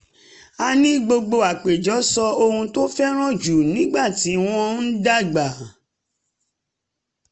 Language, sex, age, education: Yoruba, female, 30-45, tertiary